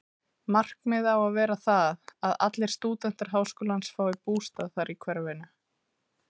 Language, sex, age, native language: Icelandic, female, 30-39, Icelandic